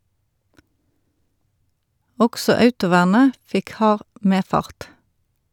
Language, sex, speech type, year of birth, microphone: Norwegian, female, read, 1972, Shure